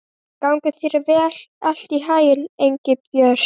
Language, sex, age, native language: Icelandic, male, 12, Icelandic